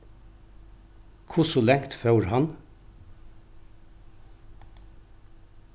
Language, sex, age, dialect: Faroese, male, 36-60, Norðuroyggjar